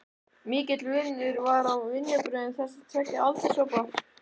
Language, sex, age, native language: Icelandic, male, 11, Icelandic